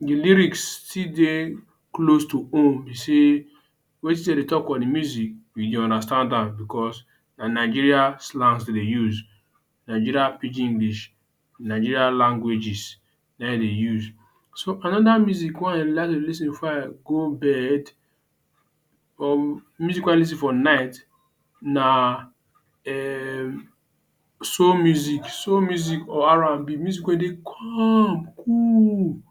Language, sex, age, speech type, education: Nigerian Pidgin, male, 30-45, spontaneous, tertiary